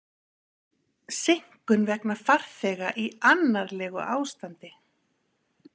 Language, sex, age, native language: Icelandic, female, 50-59, Icelandic